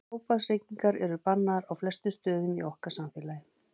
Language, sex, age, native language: Icelandic, female, 50-59, Icelandic